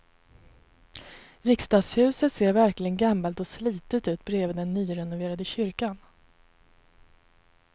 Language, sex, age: Swedish, female, 33